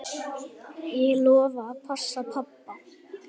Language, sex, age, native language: Icelandic, male, 9, Icelandic